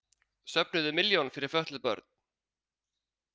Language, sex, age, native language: Icelandic, male, 30-39, Icelandic